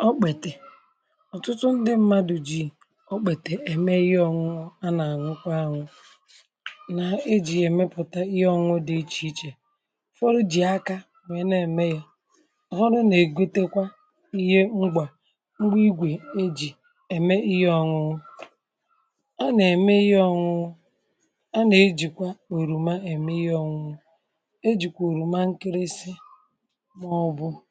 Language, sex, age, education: Igbo, male, 46-60, tertiary